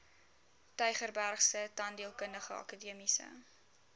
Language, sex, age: Afrikaans, female, 19